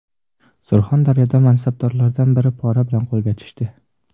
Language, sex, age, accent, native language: Uzbek, male, under 19, Jizzax, Uzbek